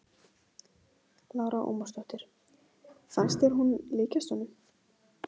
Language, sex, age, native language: Icelandic, female, 15, Icelandic